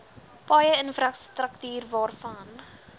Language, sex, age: Afrikaans, female, 20